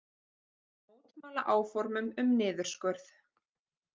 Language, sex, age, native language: Icelandic, female, 30-39, Icelandic